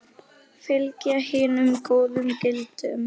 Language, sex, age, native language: Icelandic, male, 9, Icelandic